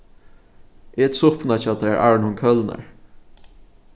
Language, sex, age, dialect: Faroese, male, 15-35, Norðuroyggjar